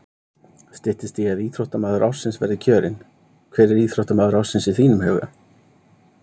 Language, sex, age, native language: Icelandic, male, 30-39, Icelandic